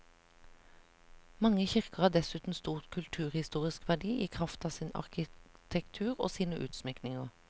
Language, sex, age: Norwegian, female, 37